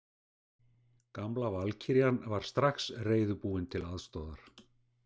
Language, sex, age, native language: Icelandic, male, 60-69, Icelandic